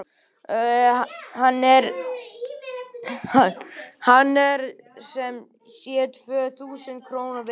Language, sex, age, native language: Icelandic, male, 18-19, Icelandic